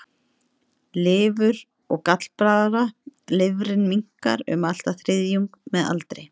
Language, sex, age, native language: Icelandic, female, 30-39, Icelandic